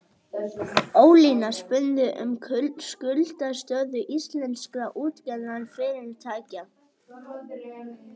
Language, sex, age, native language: Icelandic, male, 18-19, Icelandic